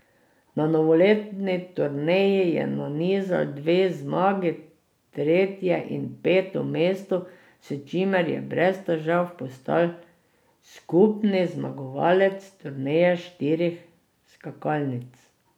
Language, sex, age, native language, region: Slovenian, female, 60+, Slovenian, Drava region